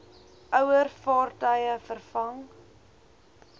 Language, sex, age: Afrikaans, female, 21